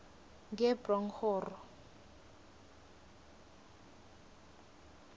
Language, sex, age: South Ndebele, female, 21